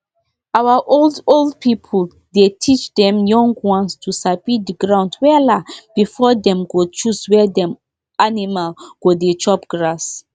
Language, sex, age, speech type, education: Nigerian Pidgin, female, 15-29, spontaneous, tertiary